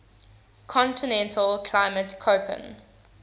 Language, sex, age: English, female, 21